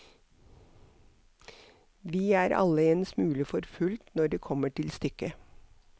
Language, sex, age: Norwegian, female, 63